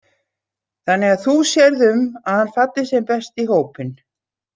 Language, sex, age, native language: Icelandic, female, 60-69, Icelandic